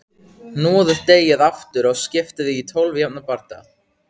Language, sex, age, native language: Icelandic, male, 15, Icelandic